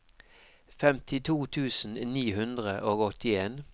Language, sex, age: Norwegian, male, 52